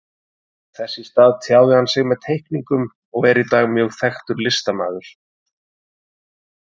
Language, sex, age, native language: Icelandic, male, 30-39, Icelandic